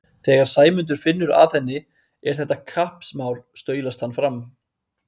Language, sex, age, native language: Icelandic, male, 30-39, Icelandic